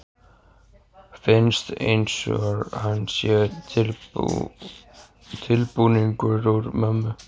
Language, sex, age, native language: Icelandic, male, 14, Icelandic